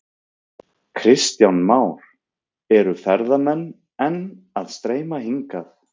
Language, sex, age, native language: Icelandic, male, 30-39, Icelandic